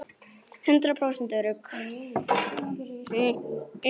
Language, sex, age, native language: Icelandic, female, 9, Icelandic